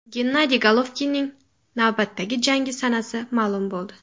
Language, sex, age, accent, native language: Uzbek, female, 18-24, Samarqand, Uzbek